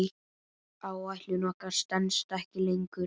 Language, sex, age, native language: Icelandic, male, 9, Icelandic